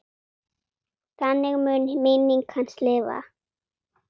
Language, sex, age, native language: Icelandic, female, 8, Icelandic